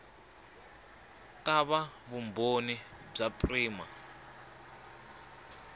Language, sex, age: Tsonga, male, 25